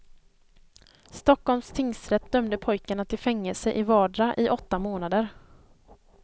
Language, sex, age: Swedish, female, 23